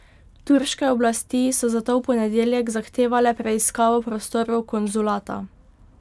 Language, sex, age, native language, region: Slovenian, female, 12-17, Slovenian, Pomurje region